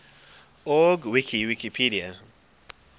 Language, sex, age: English, male, 23